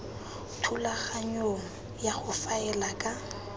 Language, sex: Tswana, female